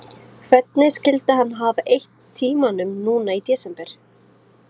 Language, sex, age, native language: Icelandic, female, 20-29, Arabic